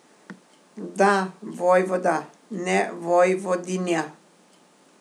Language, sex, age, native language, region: Slovenian, female, 60+, Slovenian, Primorsko-notranjska region